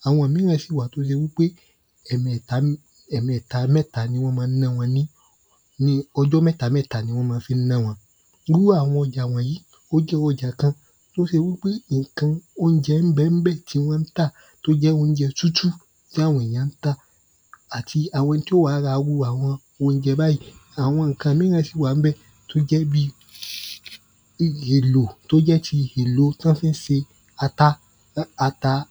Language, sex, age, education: Yoruba, male, 15-29, tertiary